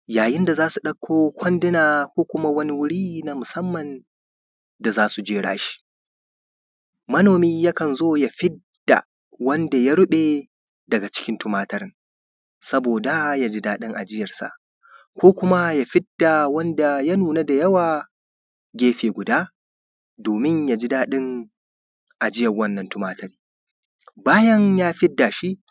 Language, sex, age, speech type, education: Hausa, male, 15-29, spontaneous, primary